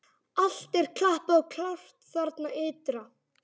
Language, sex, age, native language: Icelandic, male, 11, Icelandic